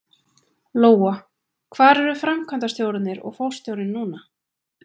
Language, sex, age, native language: Icelandic, female, 20-29, Icelandic